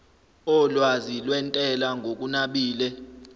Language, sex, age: Zulu, male, 25